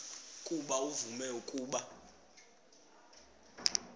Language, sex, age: Xhosa, male, 20